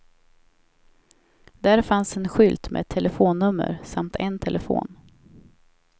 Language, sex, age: Swedish, female, 28